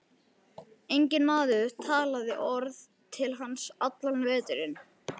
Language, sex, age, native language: Icelandic, male, 11, Icelandic